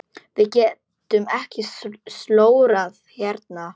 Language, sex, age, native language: Icelandic, female, 10, Polish